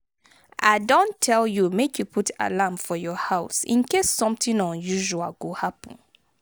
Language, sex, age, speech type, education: Nigerian Pidgin, female, 30-45, spontaneous, tertiary